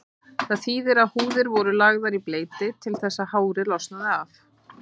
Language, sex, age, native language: Icelandic, female, 30-39, Icelandic